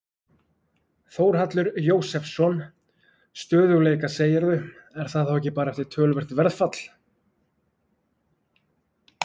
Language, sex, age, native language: Icelandic, male, 20-29, Icelandic